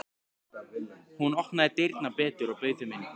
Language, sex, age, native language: Icelandic, male, 15, Icelandic